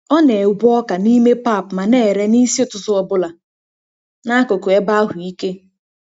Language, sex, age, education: Igbo, female, 15-29, tertiary